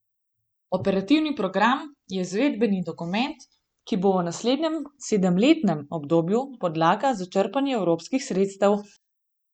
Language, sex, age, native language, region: Slovenian, female, 18-29, Slovenian, Gorenjska region